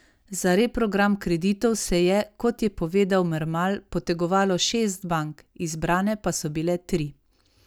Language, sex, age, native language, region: Slovenian, female, 30-49, Slovenian, Savinja region